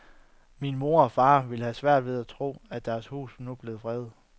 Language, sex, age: Danish, male, 22